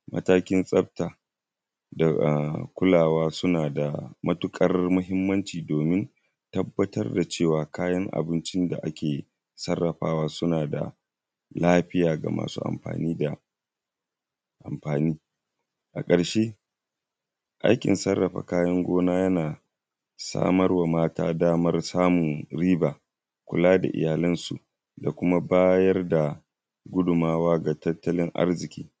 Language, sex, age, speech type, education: Hausa, male, 15-29, spontaneous, primary